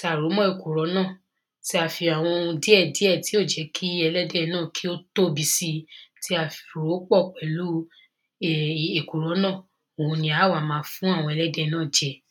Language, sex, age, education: Yoruba, female, 15-29, secondary